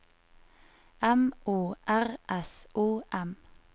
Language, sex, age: Norwegian, female, 25